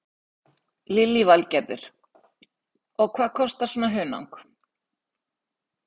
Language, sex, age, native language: Icelandic, female, 60-69, Icelandic